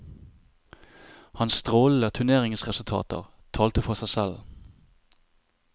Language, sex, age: Norwegian, male, 30